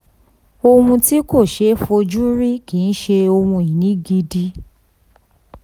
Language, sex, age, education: Yoruba, female, 15-29, tertiary